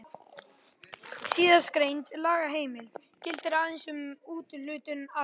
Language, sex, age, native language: Icelandic, male, 11, Icelandic